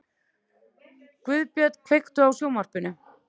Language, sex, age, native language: Icelandic, female, 30-39, Icelandic